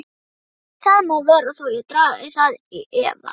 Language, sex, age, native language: Icelandic, female, 12, Icelandic